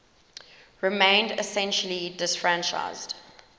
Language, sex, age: English, female, 19